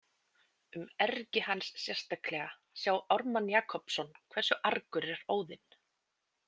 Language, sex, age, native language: Icelandic, female, 20-29, Icelandic